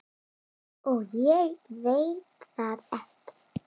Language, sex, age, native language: Icelandic, female, 9, Icelandic